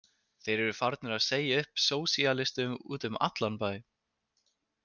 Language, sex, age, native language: Icelandic, male, 20-29, Icelandic